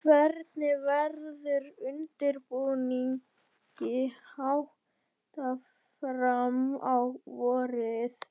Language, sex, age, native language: Icelandic, male, 11, Icelandic